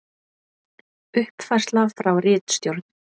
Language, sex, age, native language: Icelandic, female, 40-49, Icelandic